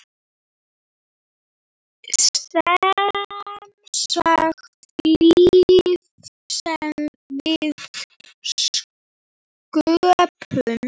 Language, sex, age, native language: Icelandic, female, 9, Icelandic